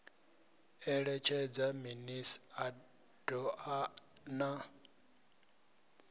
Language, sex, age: Venda, male, 26